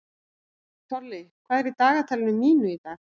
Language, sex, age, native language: Icelandic, male, 14, Icelandic